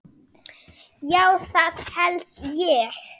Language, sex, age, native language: Icelandic, female, 9, Icelandic